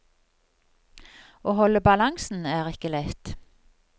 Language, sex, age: Norwegian, female, 55